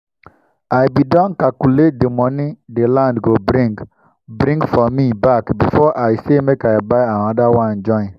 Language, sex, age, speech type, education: Nigerian Pidgin, male, 15-29, spontaneous, tertiary